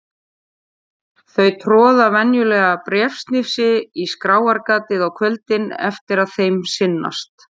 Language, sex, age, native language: Icelandic, female, 40-49, Icelandic